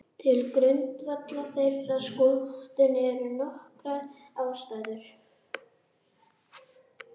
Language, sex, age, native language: Icelandic, female, 18-19, Icelandic